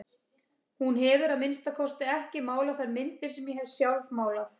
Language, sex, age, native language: Icelandic, female, 30-39, Icelandic